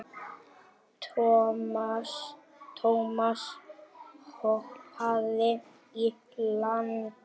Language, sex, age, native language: Icelandic, male, 7, Icelandic